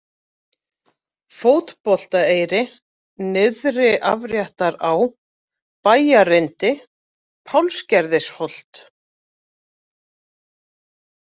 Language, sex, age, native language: Icelandic, female, 40-49, Icelandic